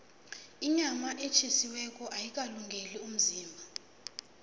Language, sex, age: South Ndebele, female, 22